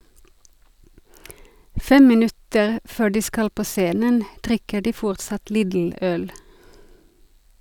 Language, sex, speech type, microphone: Norwegian, female, read, Sennheiser